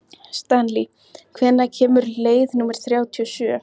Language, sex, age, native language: Icelandic, male, 14, Icelandic